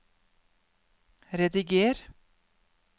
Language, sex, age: Norwegian, female, 31